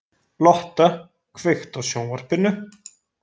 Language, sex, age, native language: Icelandic, male, 20-29, Icelandic